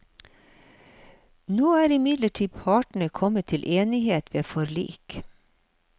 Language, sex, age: Norwegian, female, 53